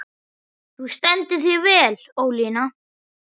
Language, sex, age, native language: Icelandic, male, 11, Icelandic